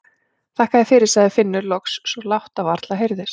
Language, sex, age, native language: Icelandic, female, 40-49, Icelandic